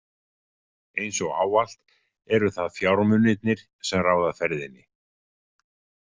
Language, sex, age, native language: Icelandic, male, 50-59, Icelandic